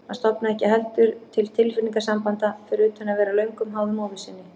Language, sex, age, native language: Icelandic, female, 40-49, Icelandic